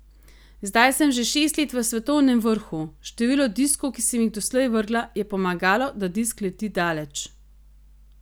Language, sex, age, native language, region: Slovenian, female, 30-49, Slovenian, Gorenjska region